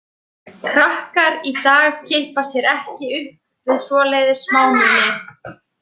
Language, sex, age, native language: Icelandic, female, 20-29, Icelandic